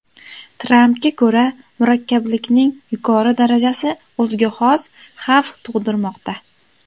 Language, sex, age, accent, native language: Uzbek, female, 18-24, Andijon, Uzbek